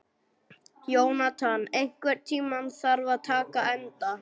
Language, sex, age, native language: Icelandic, male, 40-49, German